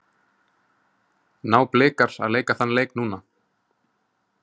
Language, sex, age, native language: Icelandic, male, 20-29, Icelandic